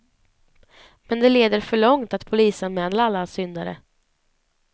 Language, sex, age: Swedish, female, 19